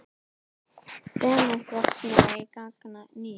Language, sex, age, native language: Icelandic, female, 18-19, Icelandic